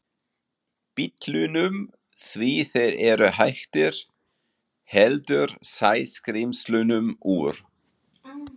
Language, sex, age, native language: Icelandic, male, 40-49, German